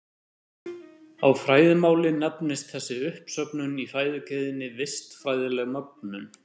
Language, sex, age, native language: Icelandic, male, 30-39, Icelandic